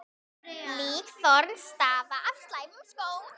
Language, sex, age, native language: Icelandic, female, 10, Icelandic